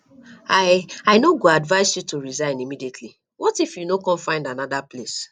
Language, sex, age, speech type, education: Nigerian Pidgin, female, 30-45, spontaneous, tertiary